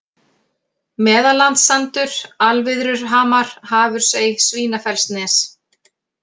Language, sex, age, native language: Icelandic, female, 40-49, Icelandic